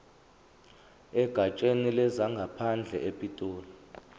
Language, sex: Zulu, male